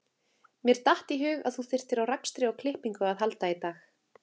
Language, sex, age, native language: Icelandic, female, 30-39, Icelandic